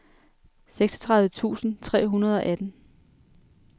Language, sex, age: Danish, female, 33